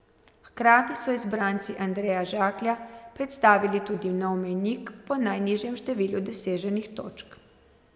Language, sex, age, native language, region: Slovenian, female, 30-49, Slovenian, Zasavska region